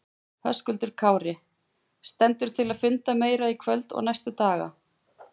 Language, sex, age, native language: Icelandic, female, 40-49, Icelandic